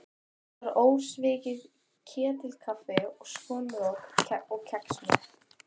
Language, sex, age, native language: Icelandic, female, 12, Icelandic